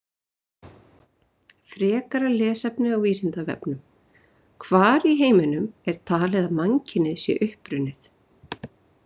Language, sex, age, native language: Icelandic, female, 30-39, Icelandic